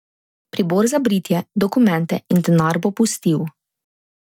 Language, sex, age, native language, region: Slovenian, female, 18-29, Slovenian, Drava region